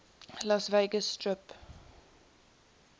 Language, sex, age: English, female, 18